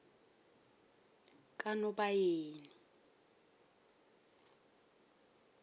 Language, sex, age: South Ndebele, female, 18